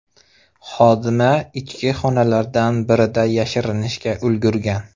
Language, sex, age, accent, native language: Uzbek, male, 25-34, Xorazm, Uzbek